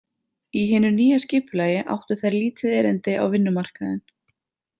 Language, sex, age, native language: Icelandic, female, 30-39, Icelandic